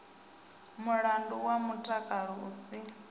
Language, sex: Venda, female